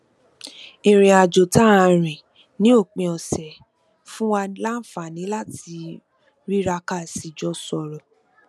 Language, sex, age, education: Yoruba, female, 15-29, tertiary